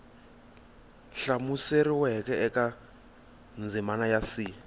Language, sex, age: Tsonga, male, 21